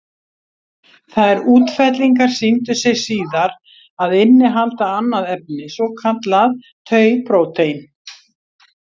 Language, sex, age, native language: Icelandic, female, 60-69, Icelandic